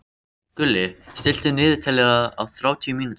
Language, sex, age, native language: Icelandic, other, 13, Icelandic